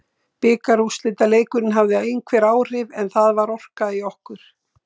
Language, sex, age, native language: Icelandic, female, 60-69, Icelandic